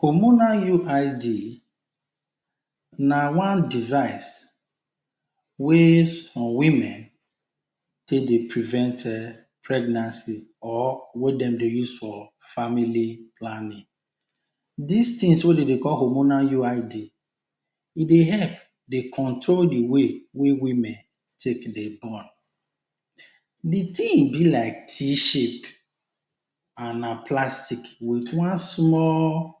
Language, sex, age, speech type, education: Nigerian Pidgin, male, 30-45, spontaneous, tertiary